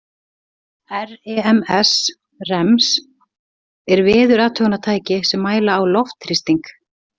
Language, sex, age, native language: Icelandic, female, 40-49, Icelandic